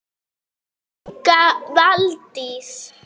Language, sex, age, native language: Icelandic, female, 9, Icelandic